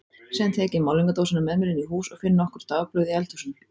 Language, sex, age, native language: Icelandic, female, 30-39, Icelandic